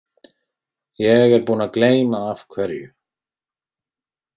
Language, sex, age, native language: Icelandic, male, 30-39, Icelandic